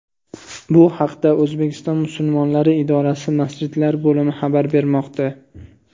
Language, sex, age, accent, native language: Uzbek, male, 18-24, Andijon, Uzbek